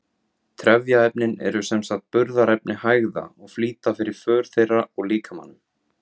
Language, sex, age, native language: Icelandic, male, 17, Icelandic